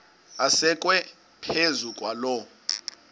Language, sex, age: Xhosa, male, 20